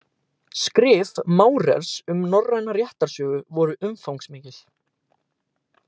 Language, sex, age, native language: Icelandic, male, 18-19, Icelandic